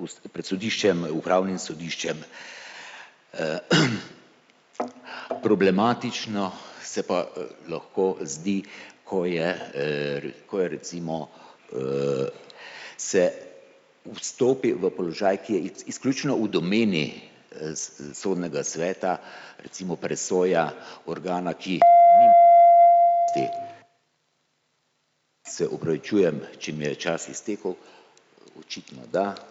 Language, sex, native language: Slovenian, male, Slovenian